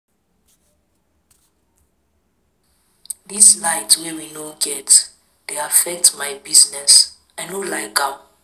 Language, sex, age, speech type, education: Nigerian Pidgin, female, 15-29, spontaneous, tertiary